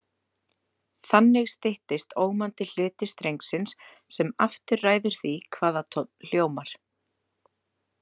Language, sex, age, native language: Icelandic, female, 30-39, Icelandic